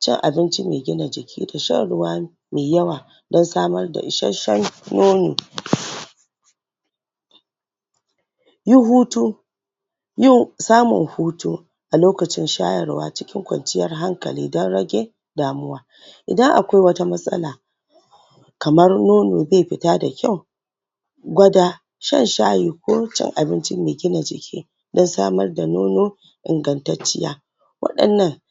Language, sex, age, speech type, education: Hausa, female, 15-29, spontaneous, tertiary